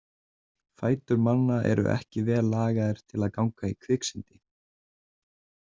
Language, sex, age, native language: Icelandic, male, 20-29, Icelandic